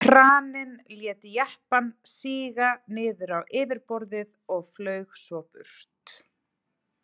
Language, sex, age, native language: Icelandic, female, 30-39, Icelandic